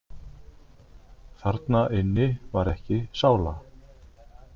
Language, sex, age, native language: Icelandic, male, 50-59, Icelandic